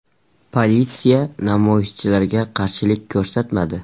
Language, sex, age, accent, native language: Uzbek, male, 18-24, Surxondaryo, Uzbek